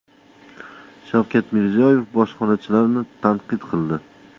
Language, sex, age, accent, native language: Uzbek, male, 25-34, Toshkent shahri, Uzbek